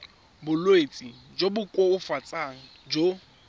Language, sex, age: Tswana, male, 24